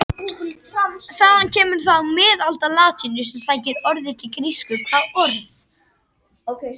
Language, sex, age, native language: Icelandic, male, 60-69, Icelandic